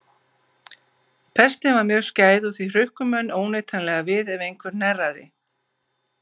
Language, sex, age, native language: Icelandic, female, 50-59, Icelandic